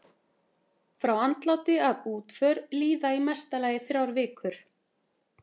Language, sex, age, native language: Icelandic, female, 30-39, Icelandic